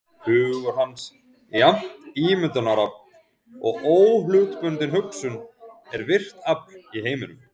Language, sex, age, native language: Icelandic, male, 40-49, Icelandic